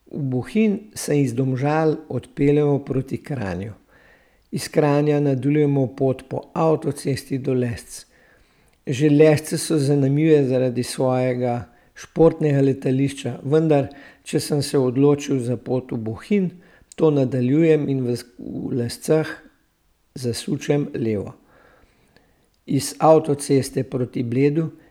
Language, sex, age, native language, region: Slovenian, male, 60+, Slovenian, Central Slovenia